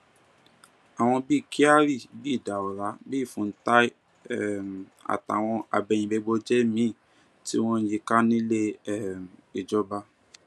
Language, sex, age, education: Yoruba, male, 15-29, tertiary